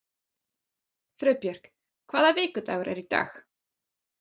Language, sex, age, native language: Icelandic, female, 40-49, German